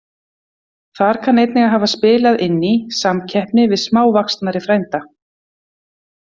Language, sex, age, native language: Icelandic, female, 50-59, Icelandic